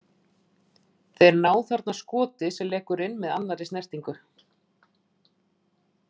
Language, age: Icelandic, 40-49